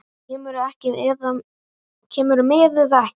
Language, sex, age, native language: Icelandic, male, 8, Icelandic